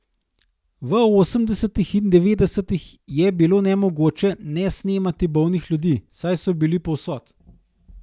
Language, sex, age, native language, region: Slovenian, male, 30-49, Slovenian, Gorenjska region